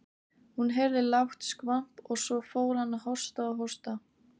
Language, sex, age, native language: Icelandic, female, 18-19, Icelandic